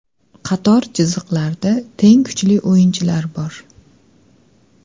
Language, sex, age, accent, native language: Uzbek, female, 25-34, Andijon, Uzbek